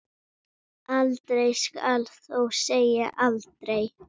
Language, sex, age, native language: Icelandic, female, 8, Icelandic